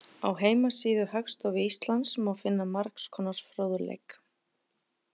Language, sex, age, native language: Icelandic, female, 40-49, Icelandic